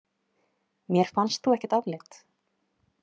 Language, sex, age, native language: Icelandic, female, 30-39, Icelandic